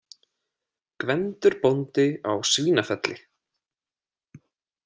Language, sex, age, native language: Icelandic, male, 30-39, Icelandic